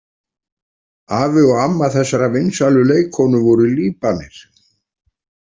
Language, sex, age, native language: Icelandic, male, 40-49, Icelandic